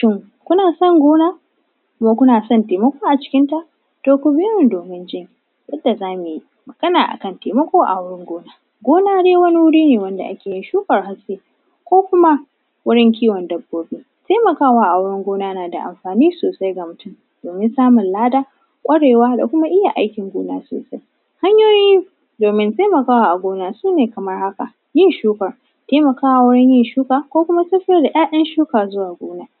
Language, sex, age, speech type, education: Hausa, female, 15-29, spontaneous, tertiary